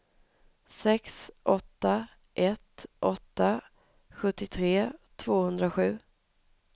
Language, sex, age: Swedish, female, 31